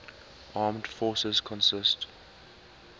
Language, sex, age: English, male, 19